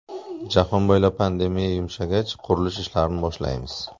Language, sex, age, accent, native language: Uzbek, male, 25-34, Surxondaryo, Uzbek